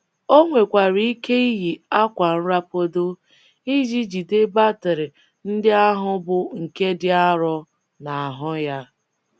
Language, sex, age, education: Igbo, female, 15-29, tertiary